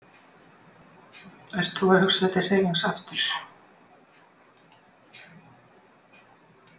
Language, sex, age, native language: Icelandic, female, 60-69, Icelandic